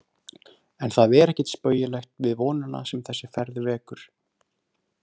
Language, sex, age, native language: Icelandic, male, 30-39, Icelandic